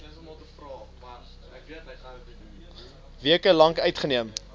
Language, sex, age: Afrikaans, male, 20